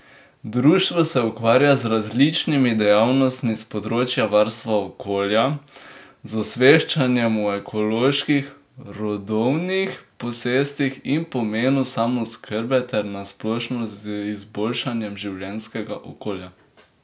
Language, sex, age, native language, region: Slovenian, male, 18-29, Slovenian, Drava region